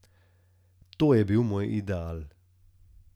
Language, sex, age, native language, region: Slovenian, male, 30-49, Slovenian, Southeast Slovenia